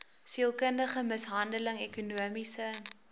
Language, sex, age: Afrikaans, female, 20